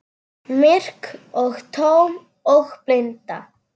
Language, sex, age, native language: Icelandic, female, 9, Serbo-Croatian